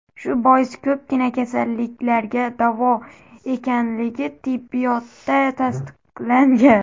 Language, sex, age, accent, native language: Uzbek, male, under 19, Xorazm, Uzbek